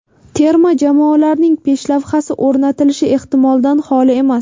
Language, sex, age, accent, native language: Uzbek, female, 18-24, Navoiy, Uzbek